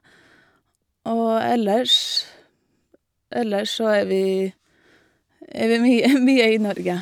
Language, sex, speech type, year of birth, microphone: Norwegian, female, spontaneous, 1986, Shure